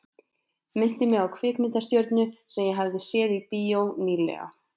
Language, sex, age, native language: Icelandic, female, 20-29, Icelandic